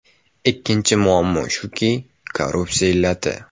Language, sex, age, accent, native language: Uzbek, male, 18-24, Andijon, Uzbek